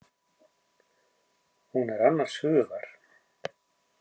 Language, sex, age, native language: Icelandic, male, 50-59, Icelandic